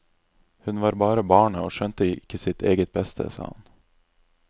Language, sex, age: Norwegian, male, 26